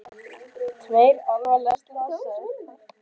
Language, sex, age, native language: Icelandic, female, 18-19, Icelandic